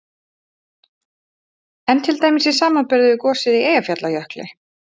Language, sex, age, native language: Icelandic, female, 30-39, Icelandic